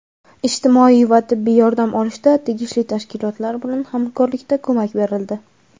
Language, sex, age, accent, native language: Uzbek, female, 18-24, Navoiy, Uzbek